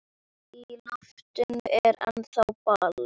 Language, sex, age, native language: Icelandic, female, 9, Icelandic